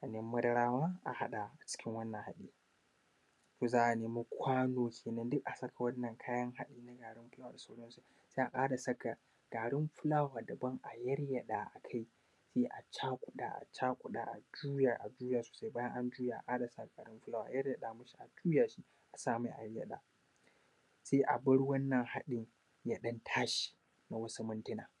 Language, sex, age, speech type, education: Hausa, male, 15-29, spontaneous, tertiary